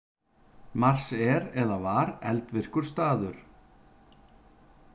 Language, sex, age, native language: Icelandic, male, 50-59, Icelandic